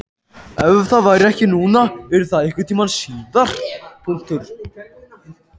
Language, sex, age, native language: Icelandic, male, 14, Icelandic